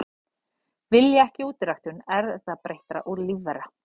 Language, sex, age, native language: Icelandic, female, 30-39, Icelandic